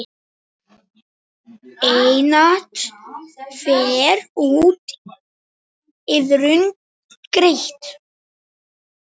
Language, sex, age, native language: Icelandic, male, 9, Icelandic